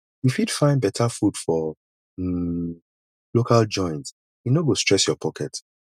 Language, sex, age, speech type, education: Nigerian Pidgin, male, 30-45, spontaneous, tertiary